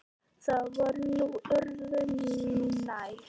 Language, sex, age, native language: Icelandic, female, 10, Icelandic